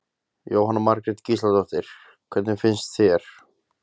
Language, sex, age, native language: Icelandic, male, 20-29, Icelandic